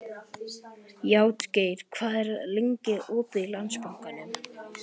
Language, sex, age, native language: Icelandic, male, 12, Icelandic